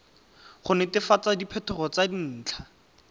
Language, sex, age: Tswana, male, 18